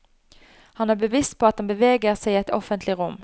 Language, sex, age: Norwegian, female, 29